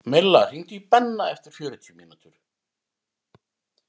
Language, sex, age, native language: Icelandic, female, 50-59, Icelandic